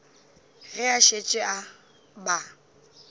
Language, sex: Northern Sotho, female